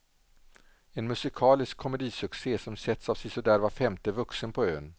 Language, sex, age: Swedish, male, 47